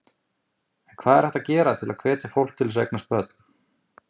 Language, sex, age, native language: Icelandic, male, 20-29, Icelandic